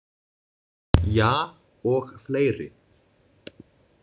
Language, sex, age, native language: Icelandic, male, 20-29, Icelandic